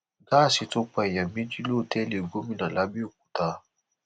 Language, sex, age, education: Yoruba, male, 15-29, tertiary